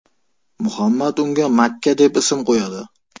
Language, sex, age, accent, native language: Uzbek, male, 18-24, Farg'ona, Uzbek